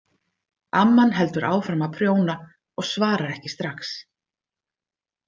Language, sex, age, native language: Icelandic, female, 50-59, Icelandic